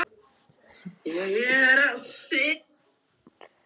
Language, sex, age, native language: Icelandic, male, 14, Icelandic